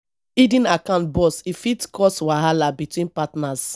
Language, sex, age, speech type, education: Nigerian Pidgin, female, 30-45, spontaneous, tertiary